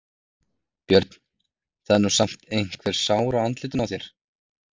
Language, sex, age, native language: Icelandic, male, 30-39, Icelandic